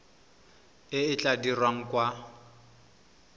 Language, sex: Tswana, male